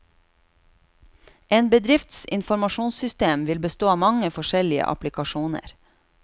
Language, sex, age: Norwegian, female, 36